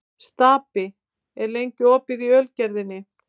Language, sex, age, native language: Icelandic, female, 50-59, Icelandic